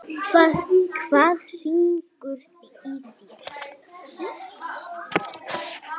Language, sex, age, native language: Icelandic, female, 8, Icelandic